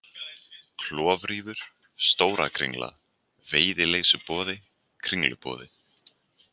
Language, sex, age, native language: Icelandic, female, 20-29, Icelandic